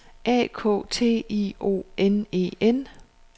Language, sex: Danish, female